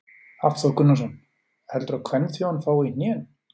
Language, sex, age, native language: Icelandic, male, 40-49, Icelandic